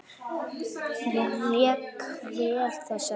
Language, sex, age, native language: Icelandic, female, 8, Icelandic